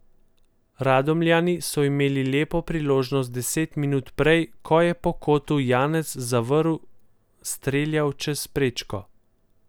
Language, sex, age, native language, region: Slovenian, male, 18-29, Slovenian, Central Slovenia